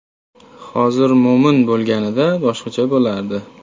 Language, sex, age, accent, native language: Uzbek, male, 18-24, Toshkent viloyati, Uzbek